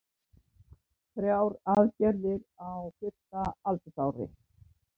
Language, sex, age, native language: Icelandic, female, 60-69, Icelandic